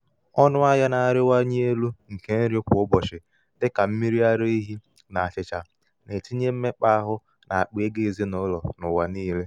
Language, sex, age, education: Igbo, male, 15-29, tertiary